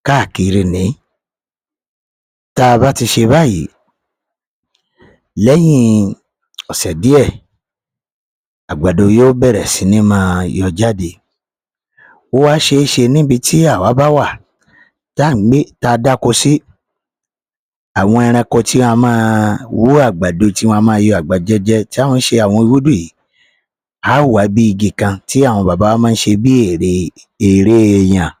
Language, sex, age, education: Yoruba, male, 30-45, tertiary